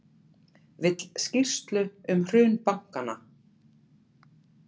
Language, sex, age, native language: Icelandic, female, 40-49, Icelandic